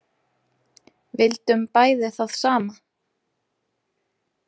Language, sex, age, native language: Icelandic, female, 30-39, Icelandic